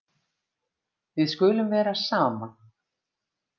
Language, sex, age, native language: Icelandic, female, 50-59, Icelandic